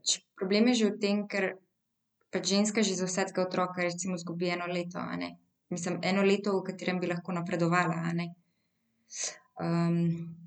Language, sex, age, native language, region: Slovenian, female, 18-29, Slovenian, Central Slovenia